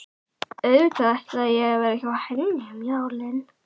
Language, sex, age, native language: Icelandic, female, 12, Icelandic